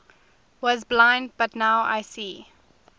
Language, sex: English, female